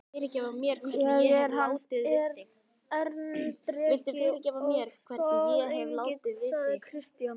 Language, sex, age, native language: Icelandic, male, 12, Icelandic